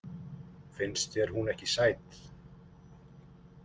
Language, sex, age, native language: Icelandic, male, 50-59, Icelandic